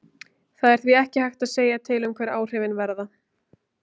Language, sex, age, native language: Icelandic, female, 20-29, Icelandic